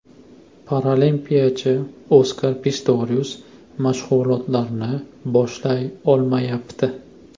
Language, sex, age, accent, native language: Uzbek, male, 25-34, Andijon, Uzbek